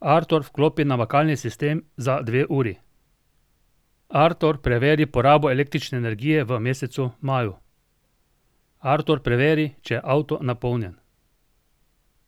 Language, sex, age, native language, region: Slovenian, male, 50-59, Slovenian, Drava region